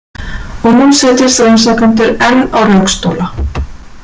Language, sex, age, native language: Icelandic, female, 40-49, Icelandic